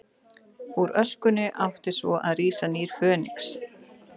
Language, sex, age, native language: Icelandic, female, 40-49, Icelandic